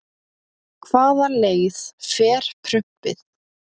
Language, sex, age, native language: Icelandic, female, 17, Icelandic